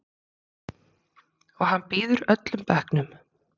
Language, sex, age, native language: Icelandic, female, 30-39, Icelandic